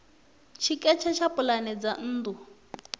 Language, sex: Venda, female